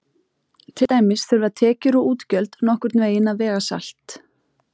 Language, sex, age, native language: Icelandic, female, 30-39, Icelandic